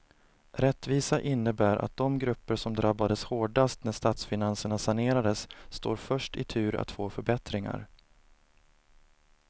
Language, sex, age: Swedish, male, 30